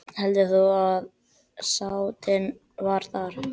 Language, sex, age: Icelandic, male, 12